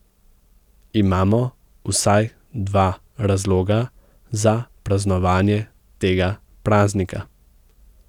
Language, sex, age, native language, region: Slovenian, male, 18-29, Slovenian, Central Slovenia